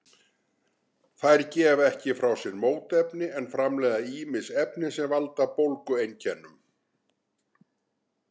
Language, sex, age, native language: Icelandic, male, 60-69, Icelandic